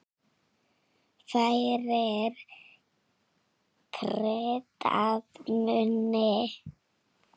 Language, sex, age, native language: Icelandic, female, 6, Icelandic